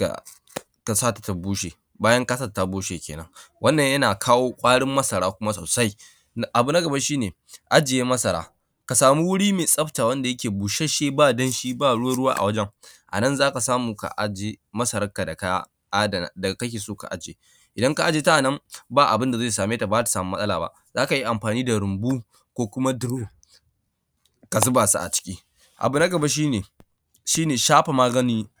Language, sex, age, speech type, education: Hausa, male, 15-29, spontaneous, primary